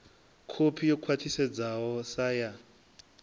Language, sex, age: Venda, male, 23